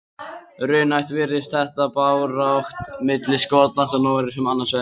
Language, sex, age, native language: Icelandic, male, 20-29, Icelandic